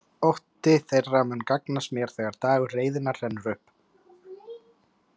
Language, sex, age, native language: Icelandic, male, 30-39, Icelandic